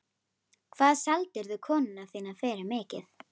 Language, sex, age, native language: Icelandic, female, 11, Icelandic